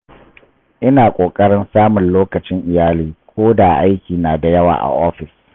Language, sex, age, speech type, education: Hausa, male, 30-45, read, tertiary